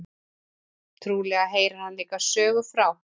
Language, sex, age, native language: Icelandic, female, 40-49, Icelandic